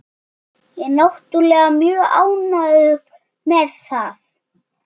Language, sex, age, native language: Icelandic, male, 14, Icelandic